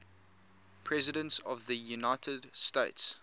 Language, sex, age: English, male, 22